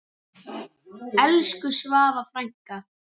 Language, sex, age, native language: Icelandic, male, 10, Icelandic